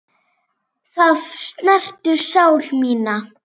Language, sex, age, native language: Icelandic, female, 7, Icelandic